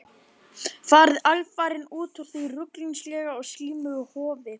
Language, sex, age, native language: Icelandic, male, 12, Icelandic